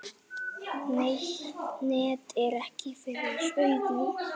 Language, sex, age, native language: Icelandic, male, 8, Icelandic